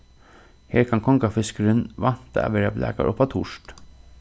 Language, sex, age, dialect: Faroese, male, 36-60, Suðurstreymoy